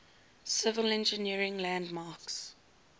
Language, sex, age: English, female, 19